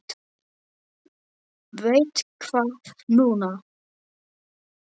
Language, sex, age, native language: Icelandic, male, 7, Polish